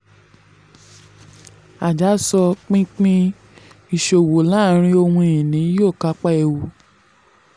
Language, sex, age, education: Yoruba, female, 15-29, secondary